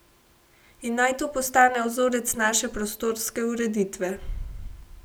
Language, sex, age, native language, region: Slovenian, female, 18-29, Slovenian, Gorenjska region